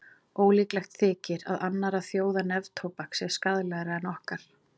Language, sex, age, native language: Icelandic, female, 40-49, Icelandic